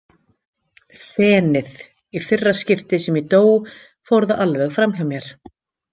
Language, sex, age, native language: Icelandic, female, 50-59, Icelandic